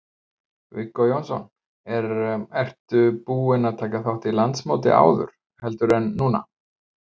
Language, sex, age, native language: Icelandic, male, 50-59, Icelandic